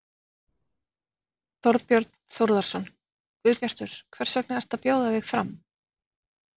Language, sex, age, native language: Icelandic, female, 40-49, Icelandic